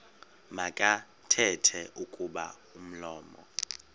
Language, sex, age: Xhosa, male, 31